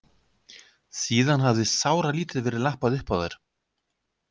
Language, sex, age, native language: Icelandic, male, 50-59, Icelandic